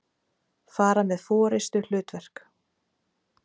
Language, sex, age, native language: Icelandic, female, 30-39, Icelandic